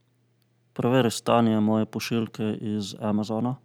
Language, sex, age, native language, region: Slovenian, male, 30-49, Slovenian, Central Slovenia